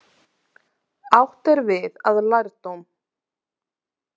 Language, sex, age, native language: Icelandic, female, 30-39, Icelandic